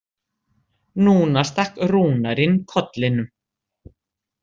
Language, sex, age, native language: Icelandic, female, 60-69, Icelandic